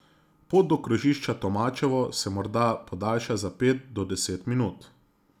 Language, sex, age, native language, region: Slovenian, male, 30-49, Slovenian, Zasavska region